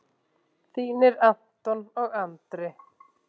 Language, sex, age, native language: Icelandic, male, 7, Icelandic